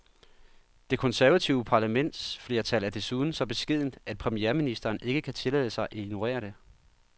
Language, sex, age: Danish, male, 39